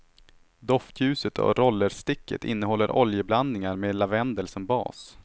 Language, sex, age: Swedish, male, 18